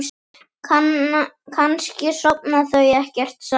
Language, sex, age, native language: Icelandic, male, 10, Icelandic